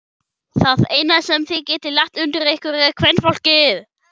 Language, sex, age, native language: Icelandic, male, 11, German